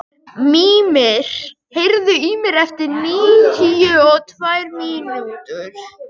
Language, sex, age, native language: Icelandic, male, 18-19, Icelandic